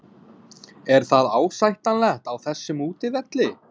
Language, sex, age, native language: Icelandic, male, 20-29, English